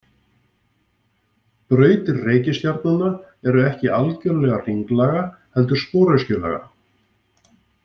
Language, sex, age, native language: Icelandic, male, 50-59, Icelandic